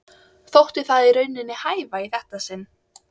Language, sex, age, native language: Icelandic, female, 12, Icelandic